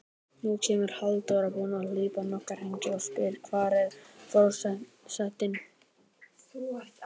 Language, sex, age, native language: Icelandic, male, 18-19, Icelandic